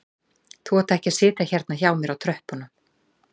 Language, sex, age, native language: Icelandic, female, 40-49, Icelandic